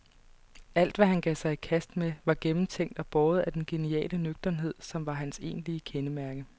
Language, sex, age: Danish, female, 29